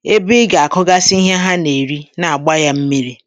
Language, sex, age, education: Igbo, female, 60+, tertiary